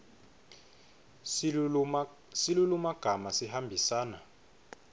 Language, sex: Swati, male